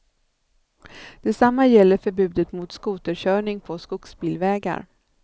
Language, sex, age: Swedish, female, 39